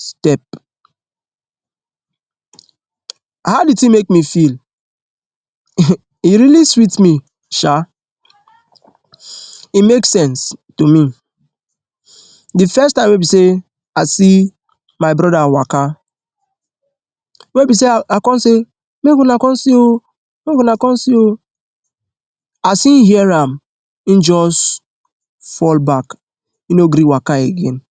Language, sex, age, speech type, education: Nigerian Pidgin, male, 15-29, spontaneous, tertiary